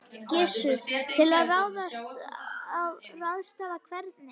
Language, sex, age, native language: Icelandic, female, 9, Icelandic